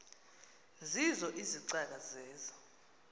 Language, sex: Xhosa, female